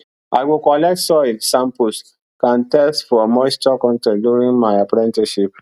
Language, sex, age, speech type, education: Nigerian Pidgin, male, 15-29, spontaneous, tertiary